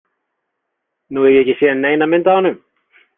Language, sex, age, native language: Icelandic, male, 20-29, Icelandic